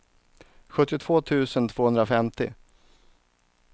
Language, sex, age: Swedish, male, 39